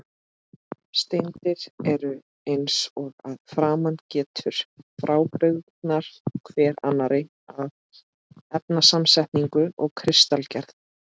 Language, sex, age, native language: Icelandic, female, 30-39, Icelandic